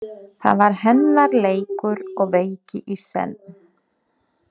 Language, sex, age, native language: Icelandic, female, 30-39, Polish